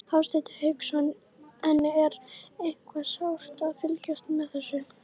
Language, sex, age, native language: Icelandic, female, 11, Icelandic